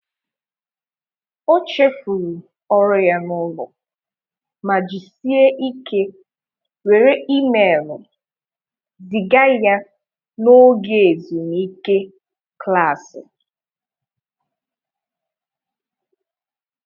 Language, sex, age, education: Igbo, male, 15-29, tertiary